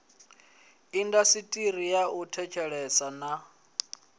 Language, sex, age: Venda, male, 20